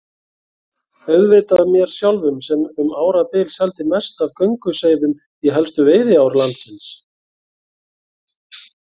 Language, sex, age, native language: Icelandic, male, 40-49, Icelandic